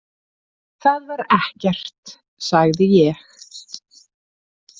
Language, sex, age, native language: Icelandic, female, 30-39, Icelandic